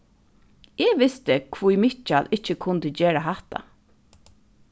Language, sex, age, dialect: Faroese, female, 36-60, Suðurstreymoy